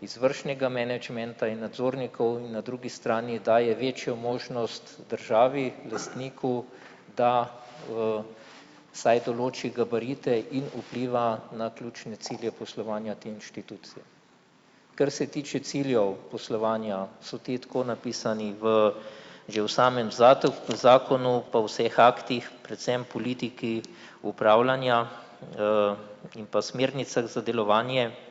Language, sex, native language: Slovenian, male, Slovenian